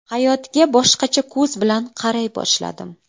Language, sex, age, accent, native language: Uzbek, female, 25-34, Qashqadaryo, Uzbek